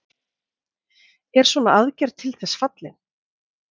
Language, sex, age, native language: Icelandic, female, 40-49, Icelandic